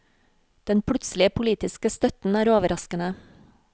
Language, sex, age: Norwegian, female, 40